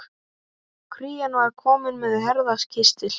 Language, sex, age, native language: Icelandic, male, 18-19, Icelandic